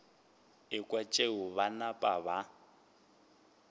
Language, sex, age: Northern Sotho, male, 21